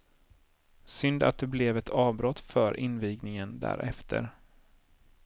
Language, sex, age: Swedish, male, 30